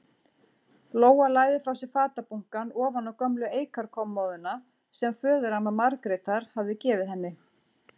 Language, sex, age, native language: Icelandic, female, 40-49, Icelandic